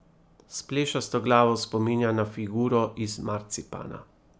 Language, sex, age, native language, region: Slovenian, male, 30-49, Slovenian, Primorsko-notranjska region